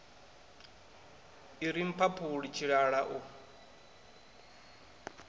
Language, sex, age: Venda, male, 21